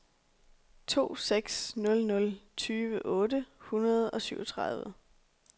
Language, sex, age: Danish, female, 26